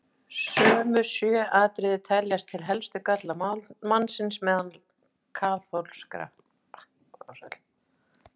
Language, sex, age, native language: Icelandic, female, 50-59, Icelandic